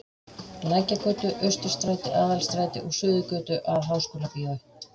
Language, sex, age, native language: Icelandic, female, 50-59, Icelandic